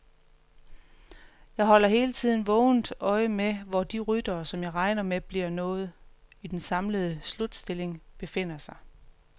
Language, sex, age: Danish, female, 45